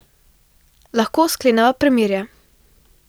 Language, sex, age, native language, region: Slovenian, female, 12-17, Slovenian, Central Slovenia